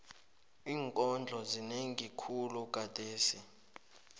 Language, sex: South Ndebele, male